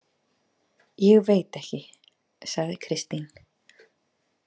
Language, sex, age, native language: Icelandic, female, 30-39, Icelandic